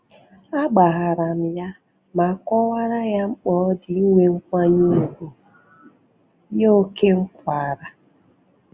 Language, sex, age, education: Igbo, female, 15-29, secondary